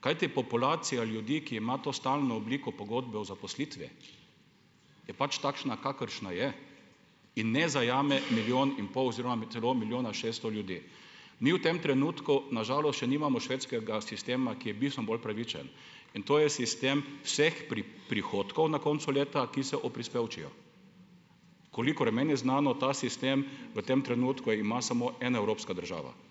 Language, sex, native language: Slovenian, male, Slovenian